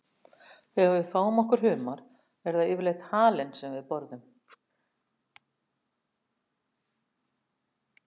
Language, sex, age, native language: Icelandic, female, 60-69, Icelandic